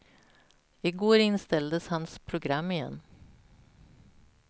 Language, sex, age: Swedish, female, 46